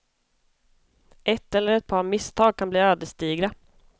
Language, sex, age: Swedish, female, 25